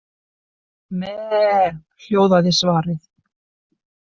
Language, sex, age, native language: Icelandic, female, 60-69, Icelandic